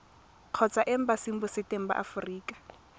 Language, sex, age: Tswana, female, 18